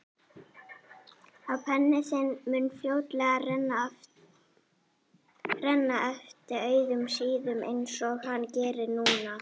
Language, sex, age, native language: Icelandic, female, 40-49, Icelandic